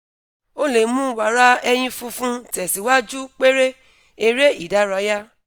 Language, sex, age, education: Yoruba, female, 30-45, tertiary